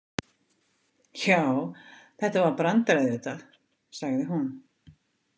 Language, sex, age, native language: Icelandic, female, 50-59, Icelandic